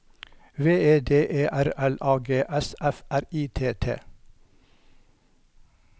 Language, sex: Norwegian, male